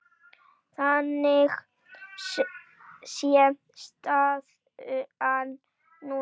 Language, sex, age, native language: Icelandic, female, 9, Icelandic